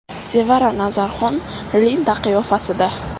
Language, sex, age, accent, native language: Uzbek, female, 19-29, Navoiy, Uzbek